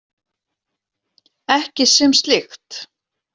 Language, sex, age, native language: Icelandic, female, 40-49, Icelandic